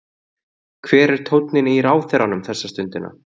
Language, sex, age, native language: Icelandic, male, 30-39, Icelandic